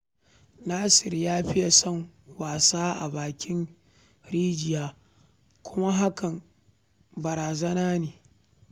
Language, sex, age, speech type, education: Hausa, female, 15-29, read, primary